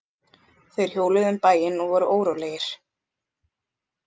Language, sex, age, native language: Icelandic, other, 20-29, Icelandic